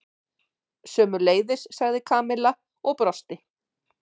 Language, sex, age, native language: Icelandic, female, 50-59, Icelandic